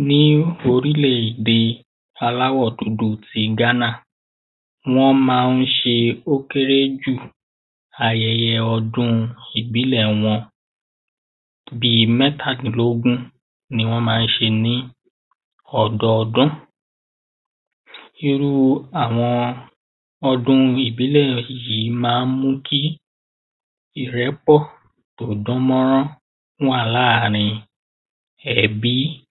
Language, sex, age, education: Yoruba, male, 15-29, primary